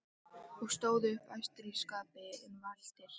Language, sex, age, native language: Icelandic, female, 13, Icelandic